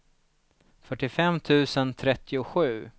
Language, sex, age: Swedish, male, 36